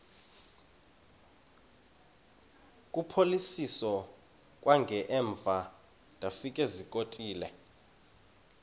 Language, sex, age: Xhosa, male, 31